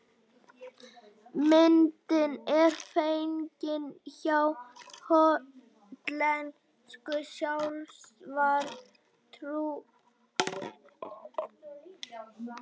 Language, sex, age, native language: Icelandic, male, 18-19, Icelandic